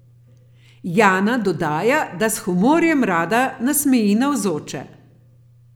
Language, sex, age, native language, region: Slovenian, female, 50-59, Slovenian, Gorenjska region